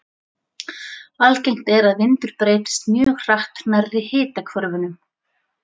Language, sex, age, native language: Icelandic, female, 40-49, Icelandic